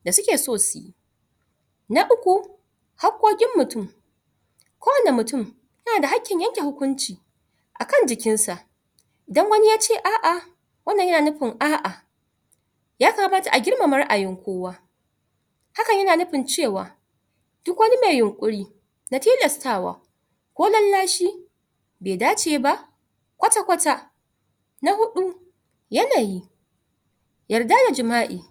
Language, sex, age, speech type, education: Hausa, female, 30-45, spontaneous, tertiary